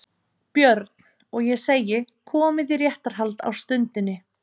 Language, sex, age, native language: Icelandic, female, 30-39, Icelandic